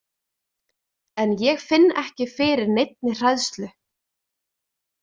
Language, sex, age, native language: Icelandic, female, 20-29, Icelandic